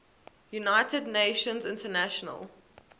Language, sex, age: English, female, 18